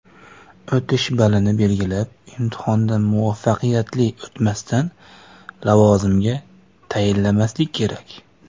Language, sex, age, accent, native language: Uzbek, male, 19-29, Andijon, Uzbek